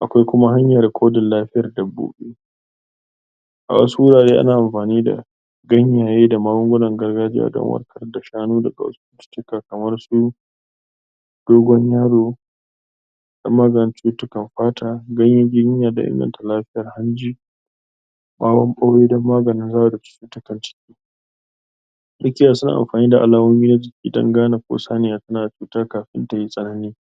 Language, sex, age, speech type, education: Hausa, male, 46-60, spontaneous, tertiary